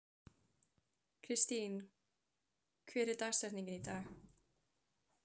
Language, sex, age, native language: Icelandic, female, 15, Icelandic